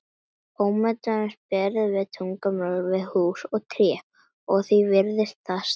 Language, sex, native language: Icelandic, female, Icelandic